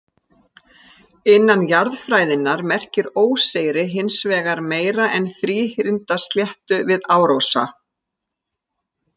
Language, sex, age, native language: Icelandic, female, 50-59, Icelandic